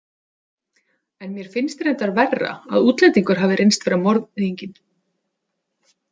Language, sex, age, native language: Icelandic, female, 30-39, Icelandic